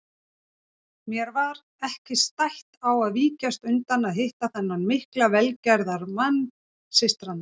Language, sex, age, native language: Icelandic, female, 40-49, Icelandic